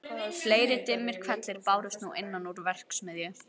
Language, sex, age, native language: Icelandic, female, 11, Icelandic